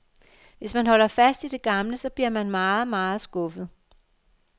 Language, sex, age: Danish, female, 50